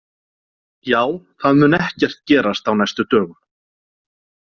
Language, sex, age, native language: Icelandic, male, 40-49, Icelandic